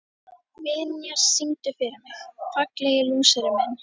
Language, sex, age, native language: Icelandic, female, 13, Icelandic